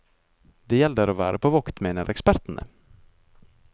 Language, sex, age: Norwegian, male, 24